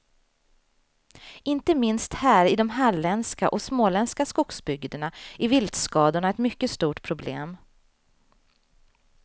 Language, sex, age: Swedish, female, 35